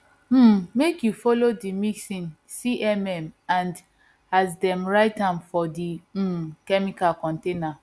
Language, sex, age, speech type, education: Nigerian Pidgin, female, 15-29, spontaneous, tertiary